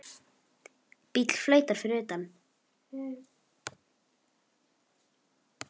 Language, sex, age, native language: Icelandic, female, 10, Icelandic